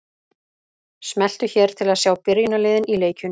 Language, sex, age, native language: Icelandic, female, 30-39, Icelandic